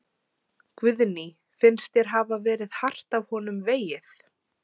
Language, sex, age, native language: Icelandic, female, 17, Icelandic